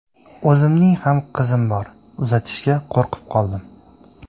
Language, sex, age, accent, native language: Uzbek, male, 18-24, Farg'ona, Uzbek